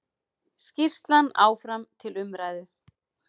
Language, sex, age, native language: Icelandic, female, 40-49, Icelandic